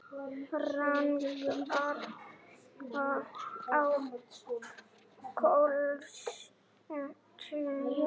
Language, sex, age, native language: Icelandic, male, 18-19, Icelandic